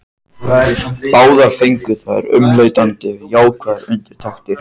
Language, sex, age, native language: Icelandic, male, 14, Icelandic